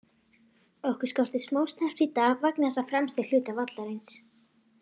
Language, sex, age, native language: Icelandic, female, 40-49, Icelandic